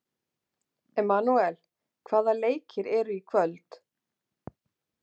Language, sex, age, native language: Icelandic, female, 40-49, Icelandic